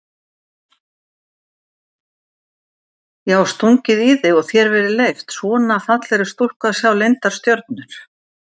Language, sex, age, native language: Icelandic, female, 70-79, Icelandic